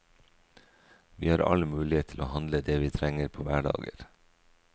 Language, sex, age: Norwegian, male, 44